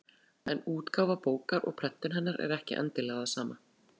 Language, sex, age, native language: Icelandic, female, 40-49, Icelandic